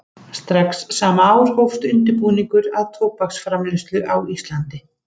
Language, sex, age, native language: Icelandic, female, 50-59, Icelandic